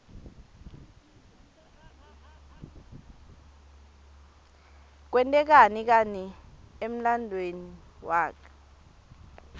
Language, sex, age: Swati, female, 23